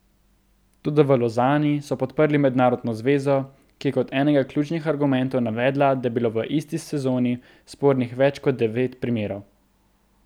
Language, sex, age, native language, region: Slovenian, male, 18-29, Slovenian, Central Slovenia